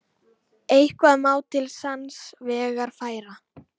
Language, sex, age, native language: Icelandic, female, 18-19, Icelandic